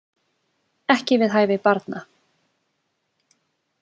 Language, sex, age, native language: Icelandic, female, 20-29, Icelandic